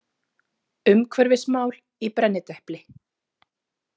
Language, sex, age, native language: Icelandic, female, 30-39, Icelandic